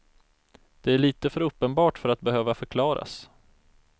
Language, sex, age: Swedish, male, 34